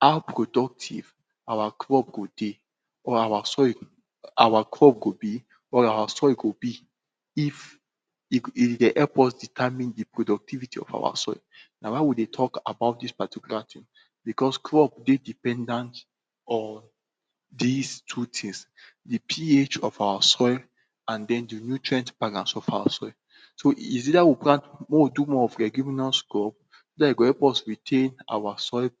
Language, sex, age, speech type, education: Nigerian Pidgin, male, 46-60, spontaneous, tertiary